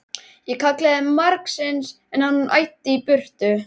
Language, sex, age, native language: Icelandic, male, 11, Icelandic